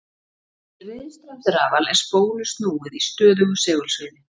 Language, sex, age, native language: Icelandic, female, 40-49, Icelandic